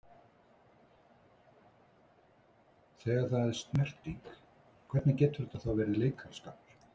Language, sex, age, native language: Icelandic, male, 60-69, Icelandic